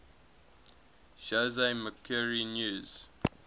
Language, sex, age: English, male, 21